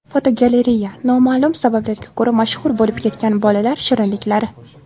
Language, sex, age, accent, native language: Uzbek, female, 18-24, Namangan, Uzbek